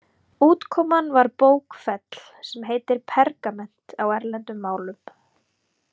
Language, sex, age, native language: Icelandic, female, 30-39, Icelandic